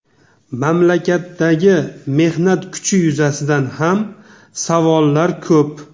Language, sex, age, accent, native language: Uzbek, male, 35+, Namangan, Uzbek